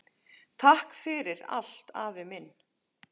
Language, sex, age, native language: Icelandic, male, 10, Icelandic